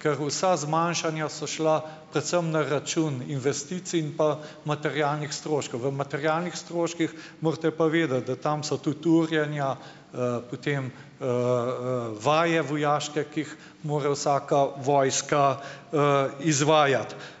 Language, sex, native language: Slovenian, male, Slovenian